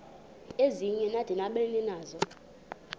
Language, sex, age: Xhosa, female, 26